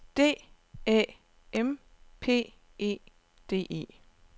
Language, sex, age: Danish, female, 29